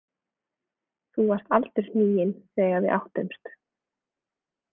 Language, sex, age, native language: Icelandic, female, 20-29, Icelandic